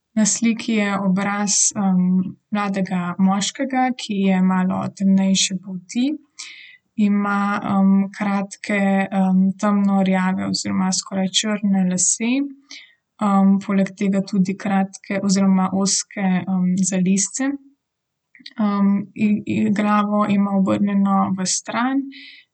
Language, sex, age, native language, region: Slovenian, female, 18-29, Slovenian, Southeast Slovenia